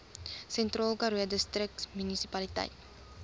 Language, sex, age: Afrikaans, female, 20